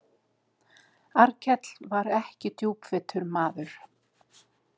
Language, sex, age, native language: Icelandic, female, 50-59, Icelandic